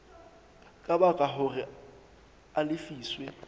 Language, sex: Southern Sotho, male